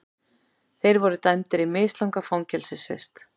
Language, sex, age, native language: Icelandic, female, 40-49, Icelandic